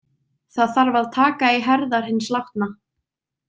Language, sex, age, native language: Icelandic, female, 20-29, Icelandic